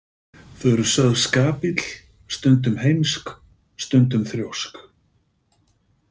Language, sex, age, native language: Icelandic, male, 50-59, Icelandic